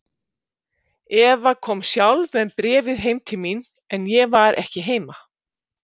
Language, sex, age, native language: Icelandic, female, 50-59, Icelandic